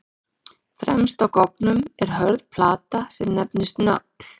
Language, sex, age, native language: Icelandic, female, 40-49, Icelandic